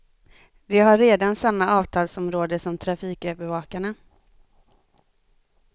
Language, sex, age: Swedish, female, 25